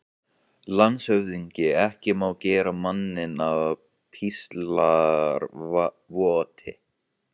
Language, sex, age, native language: Icelandic, male, 15, Icelandic